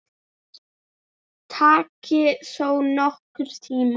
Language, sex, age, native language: Icelandic, female, 8, Icelandic